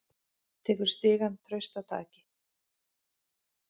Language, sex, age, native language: Icelandic, female, 40-49, Icelandic